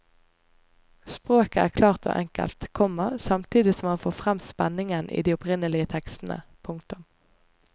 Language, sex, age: Norwegian, female, 25